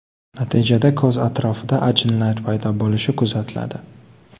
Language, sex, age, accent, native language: Uzbek, male, 18-24, Qoraqalpog'iston, Karakalpak